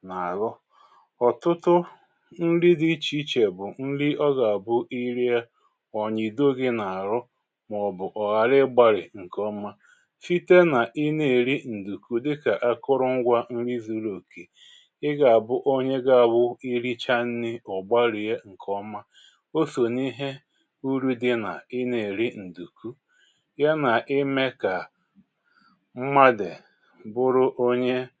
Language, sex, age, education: Igbo, male, 46-60, tertiary